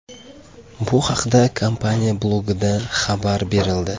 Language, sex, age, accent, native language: Uzbek, male, 25-34, Andijon, Uzbek